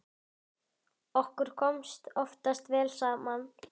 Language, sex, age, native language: Icelandic, female, 10, Icelandic